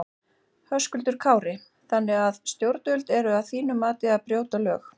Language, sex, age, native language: Icelandic, female, 40-49, Icelandic